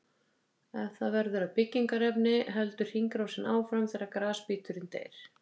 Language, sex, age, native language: Icelandic, female, 50-59, Icelandic